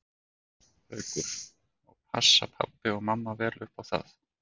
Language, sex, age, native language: Icelandic, male, 40-49, Icelandic